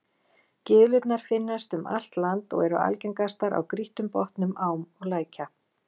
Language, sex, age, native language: Icelandic, female, 40-49, Icelandic